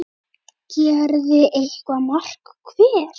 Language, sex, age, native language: Icelandic, male, 8, Icelandic